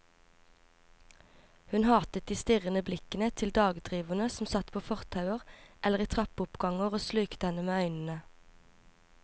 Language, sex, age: Norwegian, female, 24